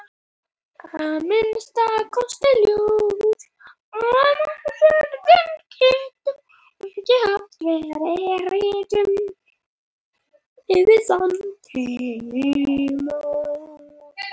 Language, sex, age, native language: Icelandic, female, 30-39, Icelandic